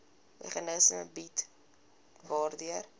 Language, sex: Afrikaans, female